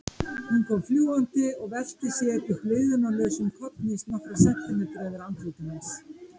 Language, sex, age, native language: Icelandic, female, 50-59, Icelandic